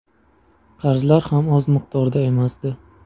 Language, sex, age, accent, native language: Uzbek, male, under 19, Buxoro, Uzbek